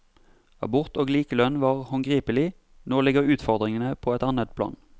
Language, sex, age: Norwegian, male, 32